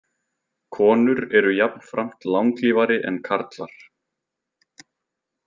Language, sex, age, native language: Icelandic, male, 20-29, Icelandic